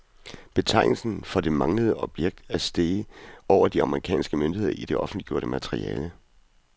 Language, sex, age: Danish, male, 41